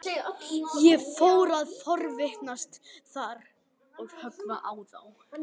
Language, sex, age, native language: Icelandic, male, 11, Icelandic